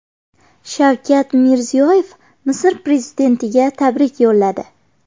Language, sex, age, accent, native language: Uzbek, female, 18-24, Farg'ona, Uzbek